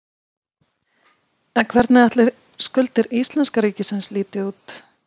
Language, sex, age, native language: Icelandic, female, 50-59, Icelandic